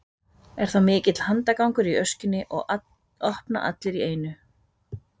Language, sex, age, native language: Icelandic, female, 30-39, Icelandic